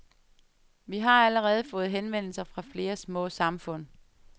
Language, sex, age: Danish, female, 35